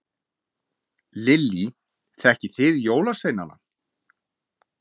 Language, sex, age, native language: Icelandic, male, 40-49, Icelandic